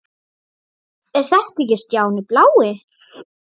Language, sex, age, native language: Icelandic, female, 8, Icelandic